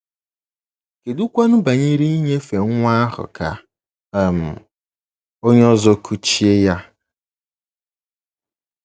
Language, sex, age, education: Igbo, male, 15-29, secondary